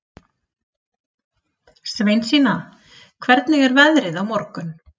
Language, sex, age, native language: Icelandic, female, 30-39, Icelandic